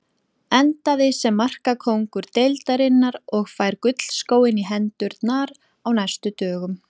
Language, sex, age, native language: Icelandic, female, 40-49, Icelandic